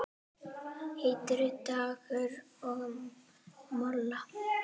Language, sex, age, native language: Icelandic, female, 9, Icelandic